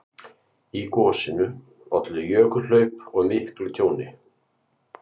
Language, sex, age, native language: Icelandic, male, 50-59, Icelandic